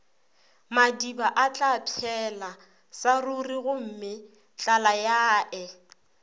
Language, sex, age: Northern Sotho, female, 26